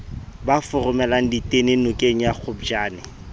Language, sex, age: Southern Sotho, male, 30